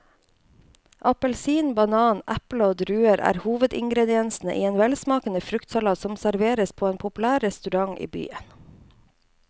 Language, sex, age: Norwegian, female, 29